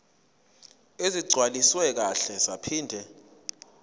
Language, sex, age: Zulu, male, 22